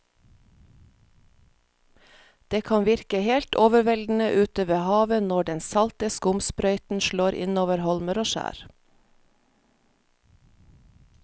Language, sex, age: Norwegian, female, 46